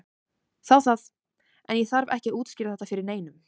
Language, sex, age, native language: Icelandic, female, 18-19, Icelandic